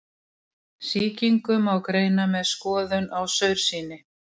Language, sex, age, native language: Icelandic, female, 60-69, Icelandic